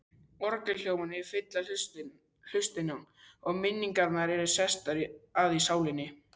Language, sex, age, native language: Icelandic, male, 12, Icelandic